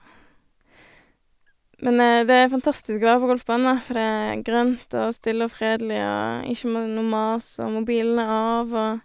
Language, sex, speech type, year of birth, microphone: Norwegian, female, spontaneous, 1988, Sennheiser